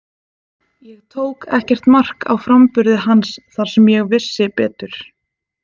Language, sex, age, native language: Icelandic, female, 20-29, Icelandic